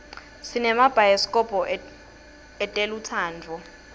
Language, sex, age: Swati, female, 21